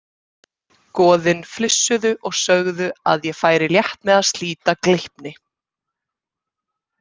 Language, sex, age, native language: Icelandic, female, 30-39, Icelandic